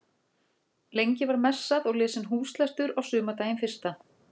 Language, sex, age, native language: Icelandic, female, 40-49, Icelandic